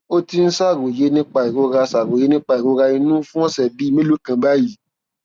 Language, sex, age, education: Yoruba, male, 15-29, tertiary